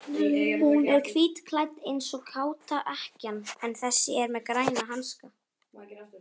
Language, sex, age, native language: Icelandic, female, 18-19, Icelandic